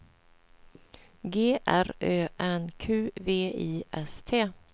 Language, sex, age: Swedish, female, 47